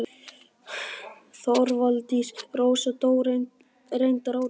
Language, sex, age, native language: Icelandic, female, 50-59, Icelandic